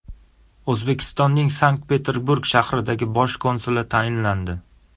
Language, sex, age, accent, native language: Uzbek, male, 18-24, Surxondaryo, Uzbek